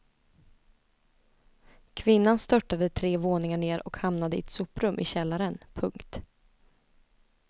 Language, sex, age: Swedish, female, 20